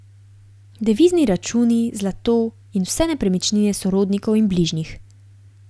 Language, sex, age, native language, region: Slovenian, female, 18-29, Slovenian, Gorenjska region